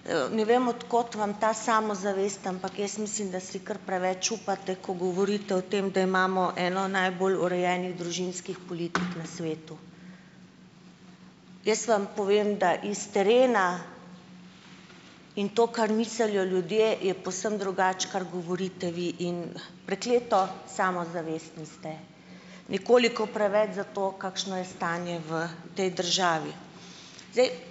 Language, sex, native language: Slovenian, female, Slovenian